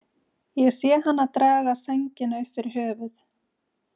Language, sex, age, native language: Icelandic, female, 40-49, Icelandic